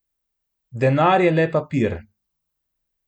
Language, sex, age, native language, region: Slovenian, male, 30-49, Slovenian, Central Slovenia